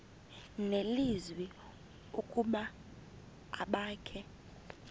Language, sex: Xhosa, female